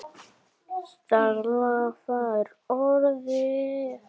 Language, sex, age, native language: Icelandic, male, 7, Icelandic